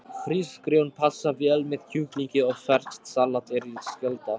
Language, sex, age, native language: Icelandic, male, 12, Icelandic